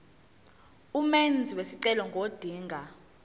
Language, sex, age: Zulu, female, 19